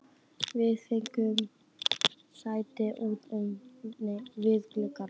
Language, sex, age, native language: Icelandic, female, 11, Icelandic